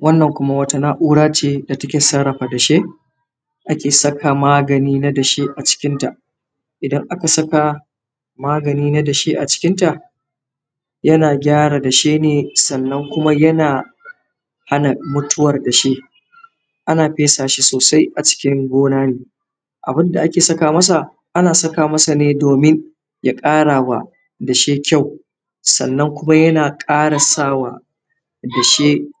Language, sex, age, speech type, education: Hausa, male, 30-45, spontaneous, tertiary